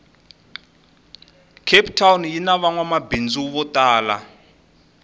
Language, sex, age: Tsonga, male, 20